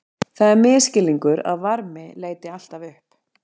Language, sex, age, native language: Icelandic, female, 40-49, Icelandic